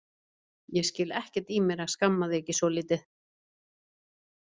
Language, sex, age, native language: Icelandic, female, 50-59, Icelandic